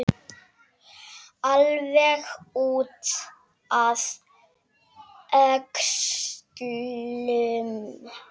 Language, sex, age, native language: Icelandic, male, 7, Icelandic